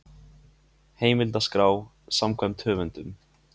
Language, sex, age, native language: Icelandic, male, 20-29, Icelandic